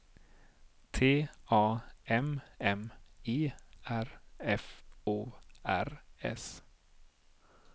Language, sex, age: Swedish, male, 30